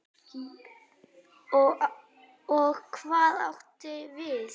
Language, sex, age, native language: Icelandic, female, 8, Icelandic